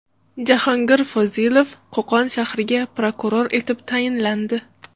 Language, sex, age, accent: Uzbek, female, 35+, Toshkent shahri